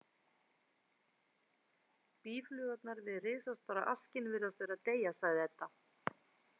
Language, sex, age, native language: Icelandic, female, 40-49, Icelandic